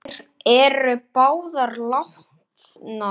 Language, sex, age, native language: Icelandic, male, 9, Icelandic